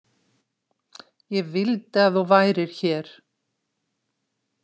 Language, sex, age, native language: Icelandic, female, 60-69, Icelandic